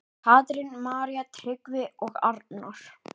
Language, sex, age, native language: Icelandic, male, 10, Icelandic